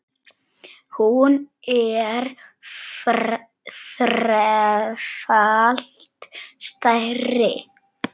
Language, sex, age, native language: Icelandic, male, 9, Icelandic